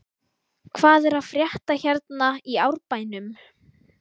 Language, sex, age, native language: Icelandic, female, 11, Icelandic